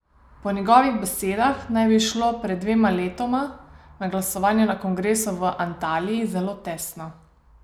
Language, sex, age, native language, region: Slovenian, female, 30-49, Slovenian, Savinja region